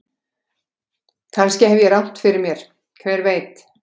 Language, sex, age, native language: Icelandic, female, 50-59, Icelandic